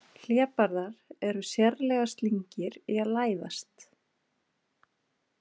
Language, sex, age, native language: Icelandic, female, 40-49, Icelandic